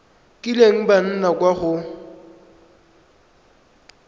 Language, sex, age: Tswana, male, 20